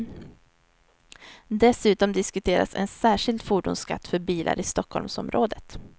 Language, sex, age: Swedish, female, 23